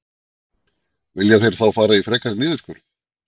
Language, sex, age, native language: Icelandic, male, 40-49, Icelandic